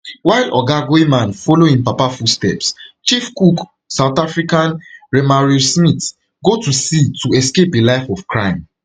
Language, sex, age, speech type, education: Nigerian Pidgin, male, 15-29, spontaneous, tertiary